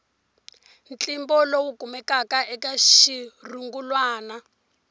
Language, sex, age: Tsonga, female, 20